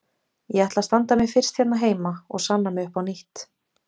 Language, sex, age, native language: Icelandic, female, 20-29, Icelandic